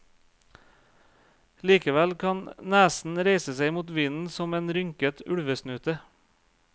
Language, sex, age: Norwegian, male, 35